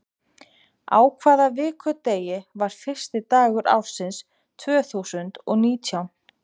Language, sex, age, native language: Icelandic, female, 20-29, Icelandic